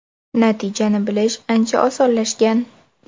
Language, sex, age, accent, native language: Uzbek, female, under 19, Toshkent shahri, Uzbek